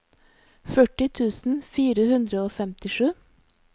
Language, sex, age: Norwegian, female, 46